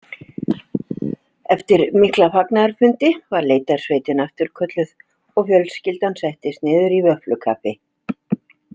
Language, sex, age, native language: Icelandic, female, 60-69, Icelandic